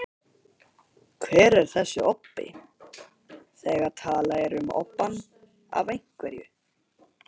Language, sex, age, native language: Icelandic, male, 18-19, Icelandic